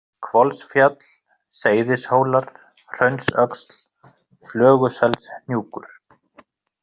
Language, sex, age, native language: Icelandic, male, 30-39, Icelandic